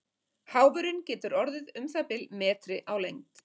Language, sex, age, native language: Icelandic, female, 50-59, Icelandic